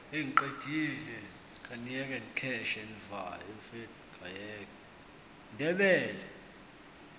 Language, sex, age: South Ndebele, male, 26